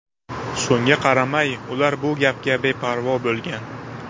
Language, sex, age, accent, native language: Uzbek, male, 18-24, Buxoro, Uzbek